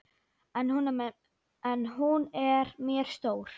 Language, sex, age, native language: Icelandic, female, 9, Icelandic